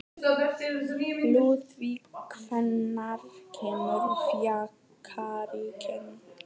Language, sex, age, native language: Icelandic, female, 18-19, Icelandic